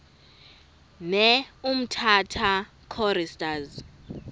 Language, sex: Xhosa, female